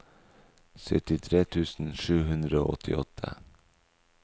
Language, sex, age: Norwegian, male, 44